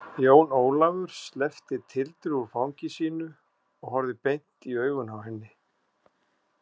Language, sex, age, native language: Icelandic, male, 50-59, Icelandic